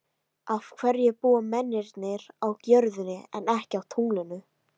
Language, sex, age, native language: Icelandic, female, 13, Icelandic